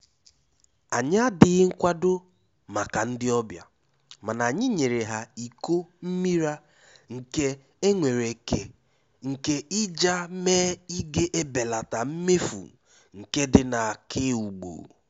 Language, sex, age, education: Igbo, male, 15-29, tertiary